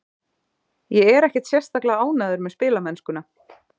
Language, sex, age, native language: Icelandic, female, 30-39, Icelandic